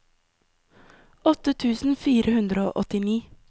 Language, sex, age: Norwegian, female, 20